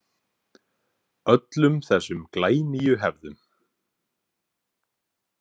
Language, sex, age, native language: Icelandic, male, 18-19, Icelandic